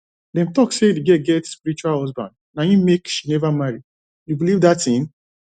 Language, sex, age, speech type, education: Nigerian Pidgin, male, 30-45, spontaneous, tertiary